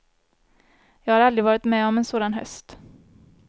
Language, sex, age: Swedish, female, 24